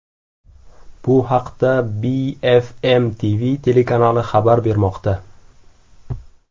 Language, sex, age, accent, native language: Uzbek, male, 18-24, Samarqand, Uzbek